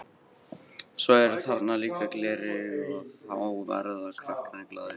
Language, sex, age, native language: Icelandic, male, 14, Icelandic